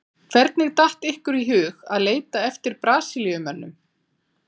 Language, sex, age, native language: Icelandic, female, 40-49, Icelandic